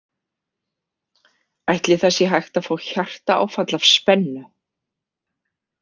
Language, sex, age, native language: Icelandic, female, 50-59, Icelandic